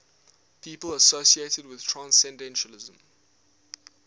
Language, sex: English, male